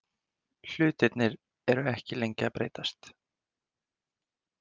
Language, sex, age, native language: Icelandic, male, 20-29, Icelandic